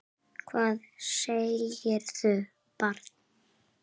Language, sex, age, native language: Icelandic, male, 7, Icelandic